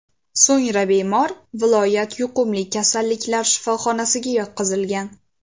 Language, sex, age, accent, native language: Uzbek, female, 18-24, Sirdaryo, Uzbek